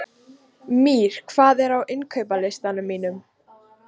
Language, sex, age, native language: Icelandic, female, 15, Icelandic